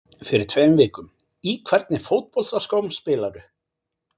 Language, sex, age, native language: Icelandic, male, 40-49, Icelandic